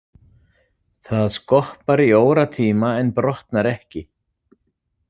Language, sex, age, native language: Icelandic, male, 40-49, Icelandic